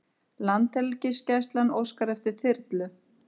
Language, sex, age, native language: Icelandic, female, 50-59, Icelandic